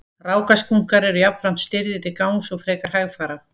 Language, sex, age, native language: Icelandic, female, 17, Icelandic